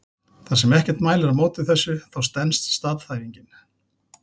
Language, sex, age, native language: Icelandic, male, 40-49, Icelandic